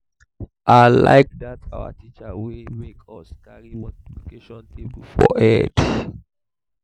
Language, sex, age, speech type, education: Nigerian Pidgin, male, 15-29, spontaneous, tertiary